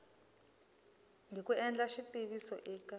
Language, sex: Tsonga, female